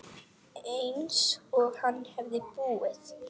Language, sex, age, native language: Icelandic, female, 8, Icelandic